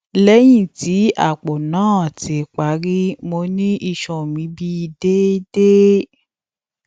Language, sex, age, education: Yoruba, female, 15-29, tertiary